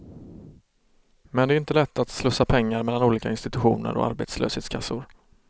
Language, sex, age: Swedish, male, 32